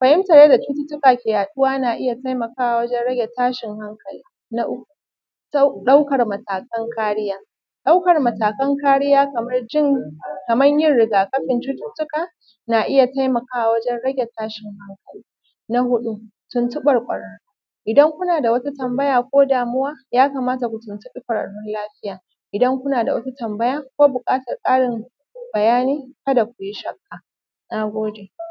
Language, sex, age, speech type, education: Hausa, female, 30-45, spontaneous, primary